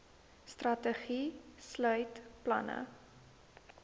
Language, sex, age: Afrikaans, female, 19